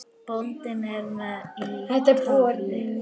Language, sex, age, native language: Icelandic, female, 8, Icelandic